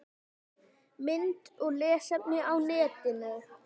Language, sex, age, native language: Icelandic, male, 10, Icelandic